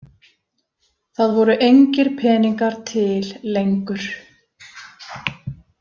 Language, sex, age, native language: Icelandic, female, 50-59, Icelandic